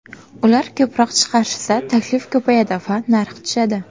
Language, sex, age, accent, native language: Uzbek, female, under 19, Qoraqalpog'iston, Karakalpak